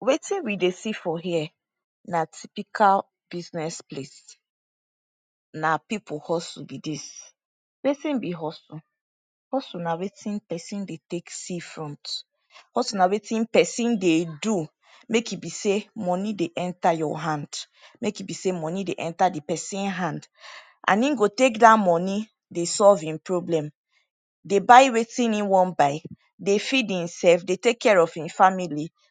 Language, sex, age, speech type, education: Nigerian Pidgin, female, 15-29, spontaneous, tertiary